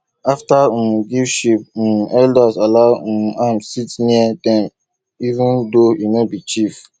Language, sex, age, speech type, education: Nigerian Pidgin, male, 30-45, spontaneous, tertiary